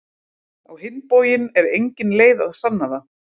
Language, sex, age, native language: Icelandic, female, 30-39, Icelandic